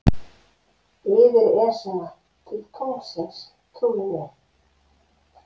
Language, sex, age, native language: Icelandic, female, 50-59, Icelandic